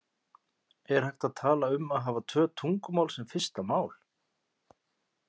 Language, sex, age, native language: Icelandic, male, 50-59, Icelandic